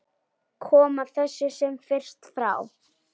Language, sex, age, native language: Icelandic, female, 10, Icelandic